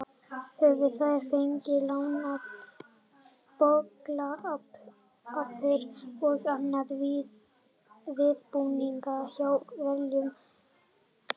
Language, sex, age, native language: Icelandic, male, 30-39, Icelandic